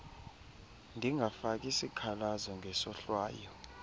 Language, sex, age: Xhosa, male, 20